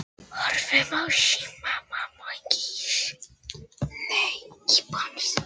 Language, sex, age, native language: Icelandic, male, 18-19, Icelandic